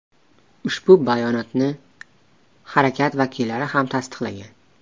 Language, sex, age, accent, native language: Uzbek, male, 12-17, Surxondaryo, Tajik